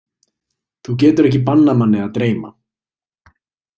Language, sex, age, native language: Icelandic, male, 20-29, Icelandic